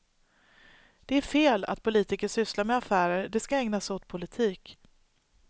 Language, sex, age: Swedish, female, 39